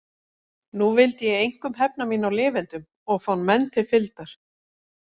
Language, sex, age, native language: Icelandic, female, 40-49, Icelandic